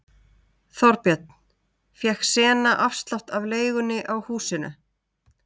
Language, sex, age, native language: Icelandic, female, 30-39, Icelandic